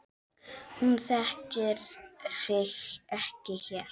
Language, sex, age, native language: Icelandic, male, 7, Icelandic